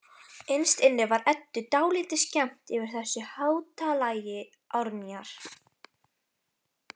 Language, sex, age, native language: Icelandic, female, 13, Icelandic